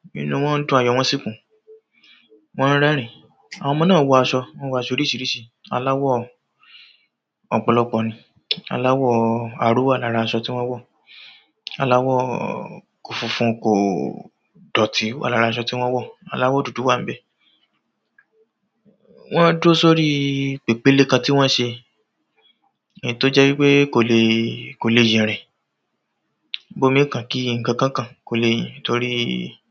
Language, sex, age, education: Yoruba, male, 30-45, tertiary